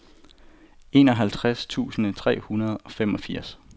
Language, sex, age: Danish, male, 25